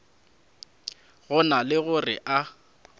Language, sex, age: Northern Sotho, male, 20